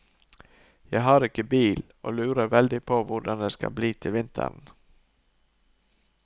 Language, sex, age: Norwegian, male, 39